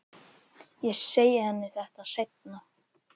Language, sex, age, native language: Icelandic, male, 8, Icelandic